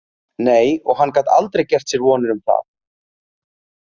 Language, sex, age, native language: Icelandic, male, 30-39, Icelandic